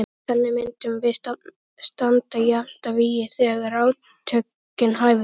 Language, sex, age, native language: Icelandic, male, 11, Icelandic